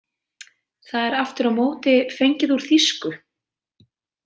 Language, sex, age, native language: Icelandic, female, 20-29, Icelandic